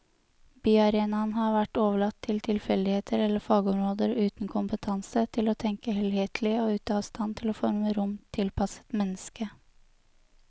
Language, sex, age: Norwegian, female, 23